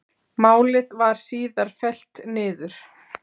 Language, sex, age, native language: Icelandic, female, 40-49, Icelandic